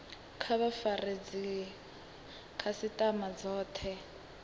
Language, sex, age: Venda, female, 18